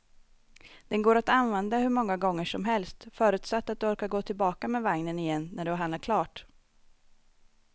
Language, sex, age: Swedish, female, 25